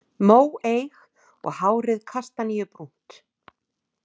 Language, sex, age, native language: Icelandic, female, 40-49, Icelandic